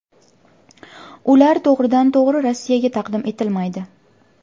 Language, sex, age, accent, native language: Uzbek, female, 18-24, Andijon, Uzbek